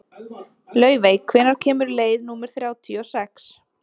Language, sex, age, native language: Icelandic, female, 20-29, Icelandic